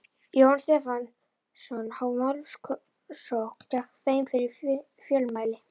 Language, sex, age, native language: Icelandic, female, 11, Icelandic